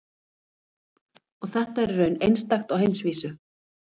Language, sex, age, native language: Icelandic, female, 50-59, Icelandic